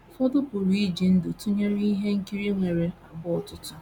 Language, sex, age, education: Igbo, female, 30-45, tertiary